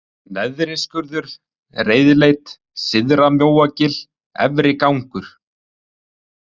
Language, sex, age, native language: Icelandic, male, 30-39, Icelandic